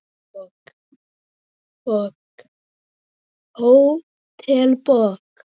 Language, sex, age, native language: Icelandic, female, 9, Icelandic